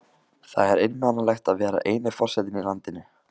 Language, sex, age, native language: Icelandic, male, 15, Icelandic